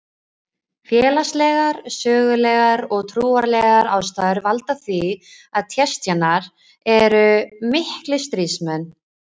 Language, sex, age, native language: Icelandic, female, 20-29, Icelandic